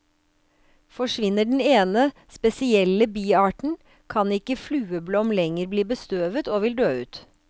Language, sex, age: Norwegian, female, 56